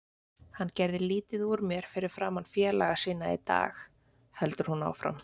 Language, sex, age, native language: Icelandic, female, 20-29, Icelandic